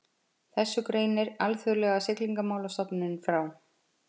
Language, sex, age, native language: Icelandic, female, 50-59, Icelandic